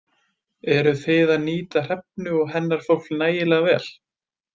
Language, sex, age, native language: Icelandic, male, 20-29, Icelandic